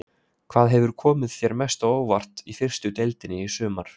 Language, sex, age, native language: Icelandic, male, 20-29, Icelandic